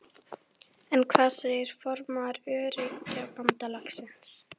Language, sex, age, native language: Icelandic, female, 11, Icelandic